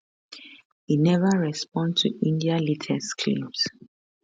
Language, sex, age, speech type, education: Nigerian Pidgin, female, 15-29, spontaneous, tertiary